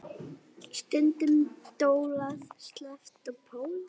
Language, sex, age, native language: Icelandic, female, 9, Icelandic